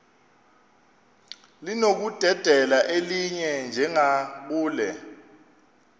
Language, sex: Xhosa, male